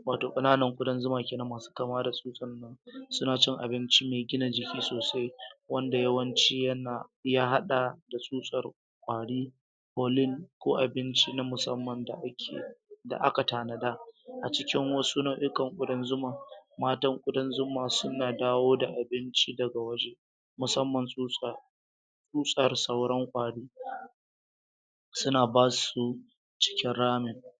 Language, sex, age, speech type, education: Hausa, male, 46-60, spontaneous, tertiary